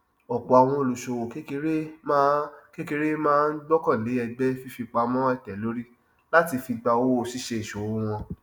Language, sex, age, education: Yoruba, male, 30-45, tertiary